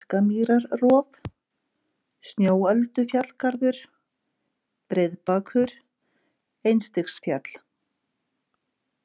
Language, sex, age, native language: Icelandic, female, 50-59, Icelandic